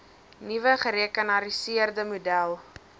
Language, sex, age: Afrikaans, female, 19